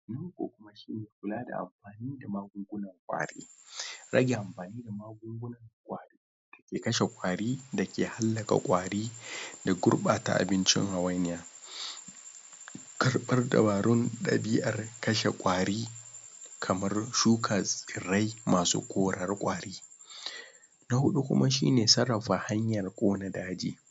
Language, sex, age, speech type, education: Hausa, male, 30-45, spontaneous, tertiary